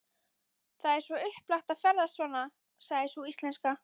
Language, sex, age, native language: Icelandic, female, 13, Icelandic